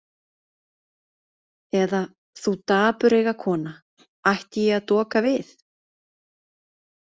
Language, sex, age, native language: Icelandic, female, 30-39, Icelandic